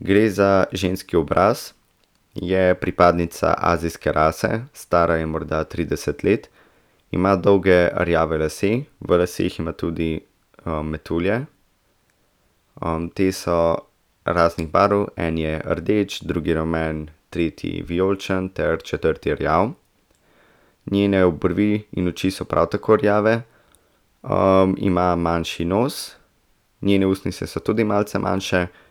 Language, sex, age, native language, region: Slovenian, male, 18-29, Slovenian, Central Slovenia